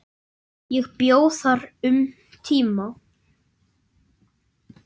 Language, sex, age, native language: Icelandic, male, 9, Icelandic